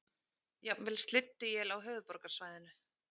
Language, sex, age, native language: Icelandic, female, 30-39, Icelandic